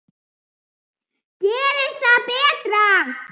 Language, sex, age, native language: Icelandic, male, 8, Icelandic